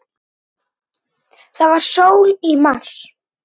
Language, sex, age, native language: Icelandic, female, 9, Icelandic